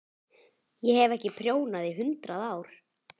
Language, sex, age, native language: Icelandic, female, 12, Icelandic